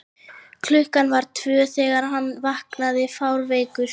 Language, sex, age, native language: Icelandic, female, 11, Icelandic